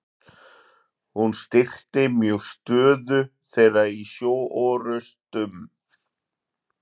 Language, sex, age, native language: Icelandic, male, 40-49, Icelandic